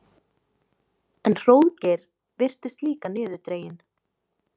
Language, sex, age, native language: Icelandic, female, 20-29, Icelandic